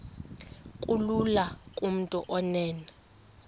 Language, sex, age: Xhosa, female, 23